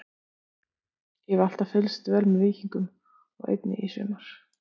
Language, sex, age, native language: Icelandic, female, 50-59, Icelandic